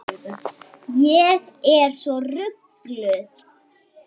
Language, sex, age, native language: Icelandic, female, 7, Icelandic